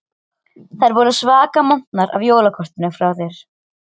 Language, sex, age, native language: Icelandic, other, 13, Icelandic